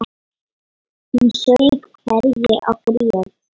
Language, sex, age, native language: Icelandic, female, 9, Lithuanian